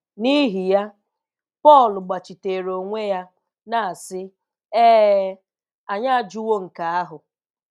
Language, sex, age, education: Igbo, female, 15-29, tertiary